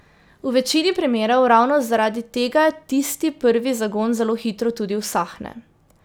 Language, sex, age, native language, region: Slovenian, female, 18-29, Slovenian, Drava region